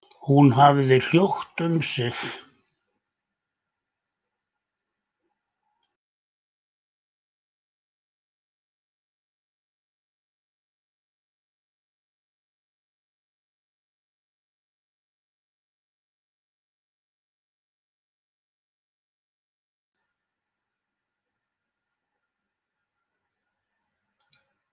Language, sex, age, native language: Icelandic, male, 80-89, Icelandic